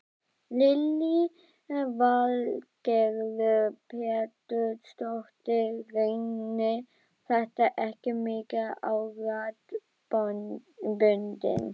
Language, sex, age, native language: Icelandic, female, 12, Icelandic